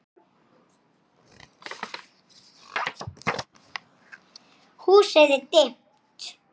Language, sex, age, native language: Icelandic, female, 6, Icelandic